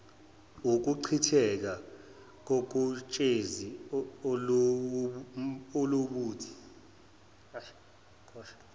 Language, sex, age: Zulu, male, 24